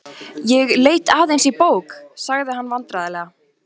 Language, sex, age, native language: Icelandic, female, 14, Icelandic